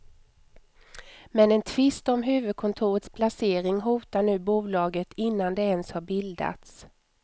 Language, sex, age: Swedish, female, 44